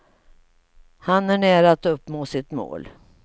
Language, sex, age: Swedish, female, 55